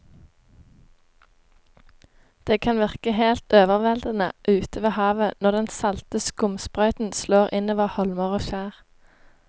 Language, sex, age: Norwegian, female, 18